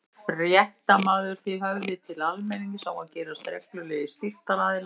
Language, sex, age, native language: Icelandic, female, 60-69, Icelandic